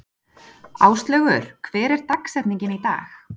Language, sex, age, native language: Icelandic, female, 30-39, Icelandic